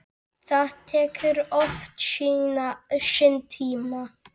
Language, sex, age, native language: Icelandic, male, 7, Icelandic